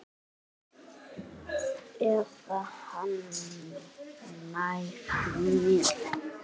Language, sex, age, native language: Icelandic, male, 8, Icelandic